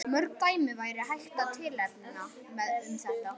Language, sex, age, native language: Icelandic, male, 11, Icelandic